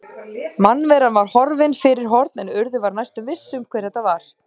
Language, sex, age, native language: Icelandic, female, 30-39, Icelandic